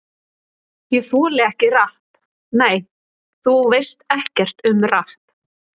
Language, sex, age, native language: Icelandic, female, 30-39, Icelandic